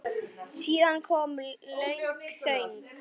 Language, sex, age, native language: Icelandic, female, 9, Icelandic